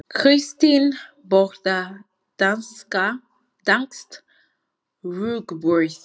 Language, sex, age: Icelandic, female, 20-29